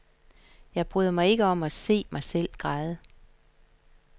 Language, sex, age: Danish, female, 50